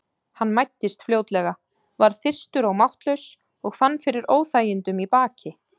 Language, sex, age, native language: Icelandic, female, 30-39, Icelandic